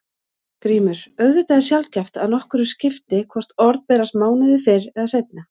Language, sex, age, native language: Icelandic, female, 40-49, Icelandic